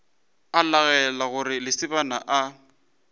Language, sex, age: Northern Sotho, male, 20